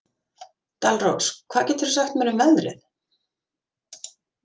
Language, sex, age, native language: Icelandic, female, 50-59, Icelandic